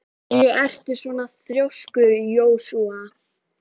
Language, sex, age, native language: Icelandic, female, 13, Icelandic